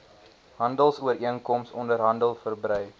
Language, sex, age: Afrikaans, male, 19